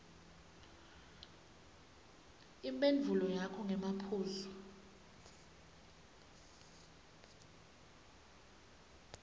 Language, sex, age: Swati, female, 19